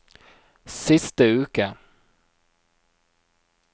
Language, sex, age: Norwegian, male, 29